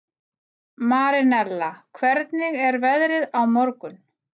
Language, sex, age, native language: Icelandic, female, 40-49, Icelandic